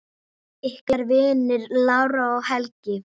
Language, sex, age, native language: Icelandic, female, 8, Icelandic